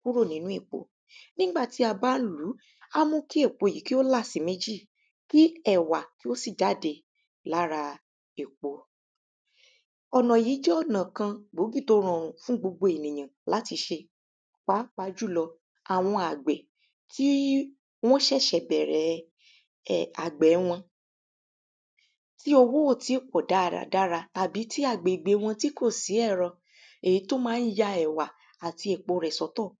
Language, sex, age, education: Yoruba, female, 30-45, primary